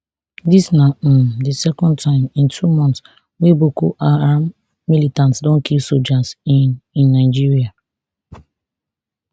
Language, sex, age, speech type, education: Nigerian Pidgin, female, 30-45, spontaneous, tertiary